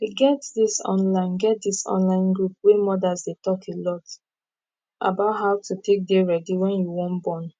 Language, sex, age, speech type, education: Nigerian Pidgin, female, 15-29, spontaneous, tertiary